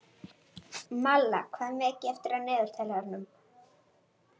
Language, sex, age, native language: Icelandic, male, 11, Icelandic